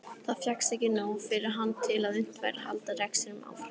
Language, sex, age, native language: Icelandic, female, 18-19, Icelandic